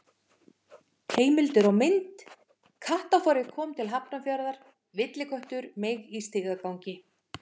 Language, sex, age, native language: Icelandic, female, 50-59, Icelandic